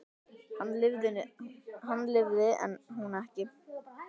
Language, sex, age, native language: Icelandic, male, 10, Icelandic